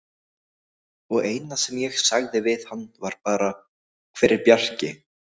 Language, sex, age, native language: Icelandic, other, 18-19, Icelandic